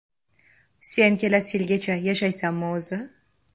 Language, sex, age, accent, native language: Uzbek, female, under 19, Andijon, Uzbek